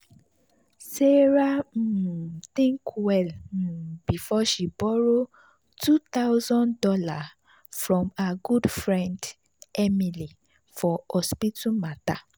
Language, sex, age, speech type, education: Nigerian Pidgin, female, 30-45, spontaneous, tertiary